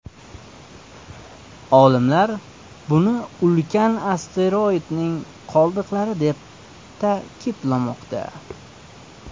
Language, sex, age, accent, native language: Uzbek, male, 25-34, Surxondaryo, Uzbek